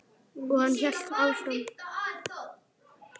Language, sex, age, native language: Icelandic, female, 10, Icelandic